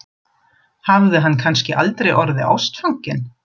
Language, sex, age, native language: Icelandic, female, 40-49, German